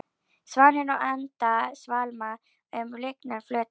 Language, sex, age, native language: Icelandic, female, 11, Icelandic